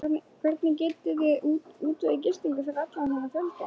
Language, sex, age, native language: Icelandic, male, 11, Icelandic